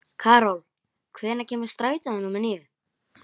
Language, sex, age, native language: Icelandic, male, 11, Icelandic